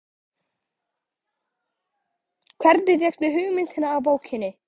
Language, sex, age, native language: Icelandic, male, 14, Polish